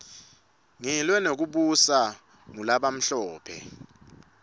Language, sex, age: Swati, male, 25